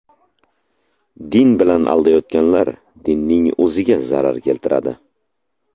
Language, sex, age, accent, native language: Uzbek, male, 25-34, Samarqand, Uzbek